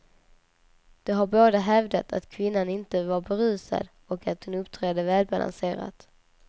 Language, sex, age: Swedish, female, 19